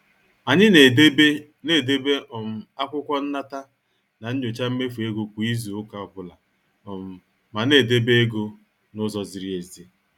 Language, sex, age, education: Igbo, male, 46-60, tertiary